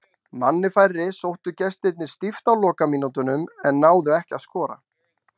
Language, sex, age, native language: Icelandic, male, 40-49, Icelandic